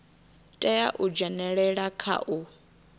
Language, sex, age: Venda, female, 21